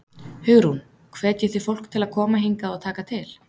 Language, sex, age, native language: Icelandic, female, 30-39, Icelandic